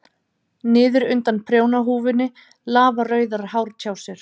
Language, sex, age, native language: Icelandic, female, 30-39, Icelandic